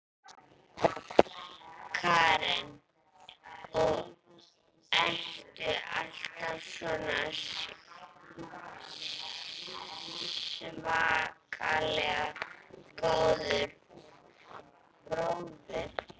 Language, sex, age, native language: Icelandic, female, 11, Icelandic